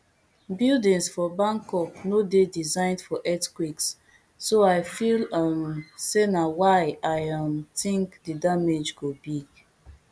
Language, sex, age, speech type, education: Nigerian Pidgin, female, 15-29, spontaneous, tertiary